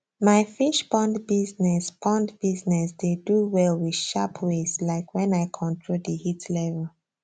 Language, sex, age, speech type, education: Nigerian Pidgin, female, 15-29, spontaneous, tertiary